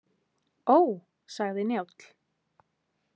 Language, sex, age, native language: Icelandic, female, 20-29, Icelandic